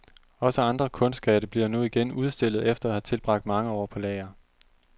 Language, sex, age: Danish, male, 30